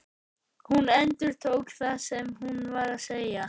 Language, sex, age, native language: Icelandic, male, 12, Icelandic